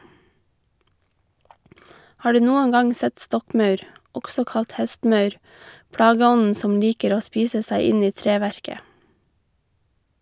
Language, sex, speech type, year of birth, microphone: Norwegian, female, read, 1989, Shure